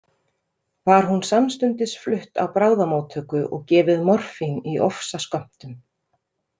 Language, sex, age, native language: Icelandic, female, 30-39, Icelandic